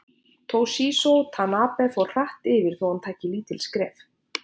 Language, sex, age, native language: Icelandic, female, 50-59, Icelandic